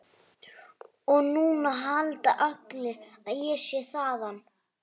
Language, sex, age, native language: Icelandic, female, 14, Icelandic